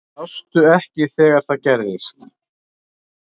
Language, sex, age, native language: Icelandic, male, 30-39, Icelandic